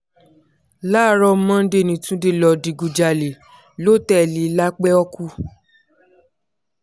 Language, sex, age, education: Yoruba, female, 15-29, tertiary